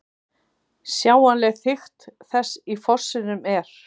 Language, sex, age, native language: Icelandic, female, 50-59, Icelandic